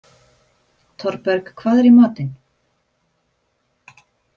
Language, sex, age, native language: Icelandic, female, 50-59, Icelandic